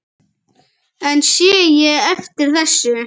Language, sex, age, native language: Icelandic, male, 9, Icelandic